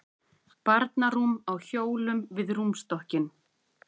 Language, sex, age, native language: Icelandic, female, 40-49, Icelandic